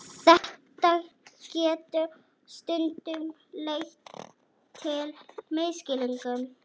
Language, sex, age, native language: Icelandic, female, 40-49, Icelandic